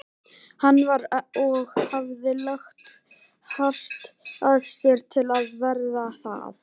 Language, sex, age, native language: Icelandic, male, 18-19, Icelandic